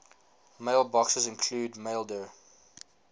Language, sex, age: English, male, 19